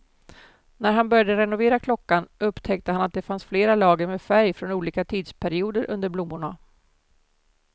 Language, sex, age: Swedish, female, 47